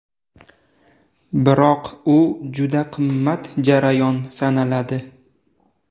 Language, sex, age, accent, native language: Uzbek, male, 18-24, Buxoro, Uzbek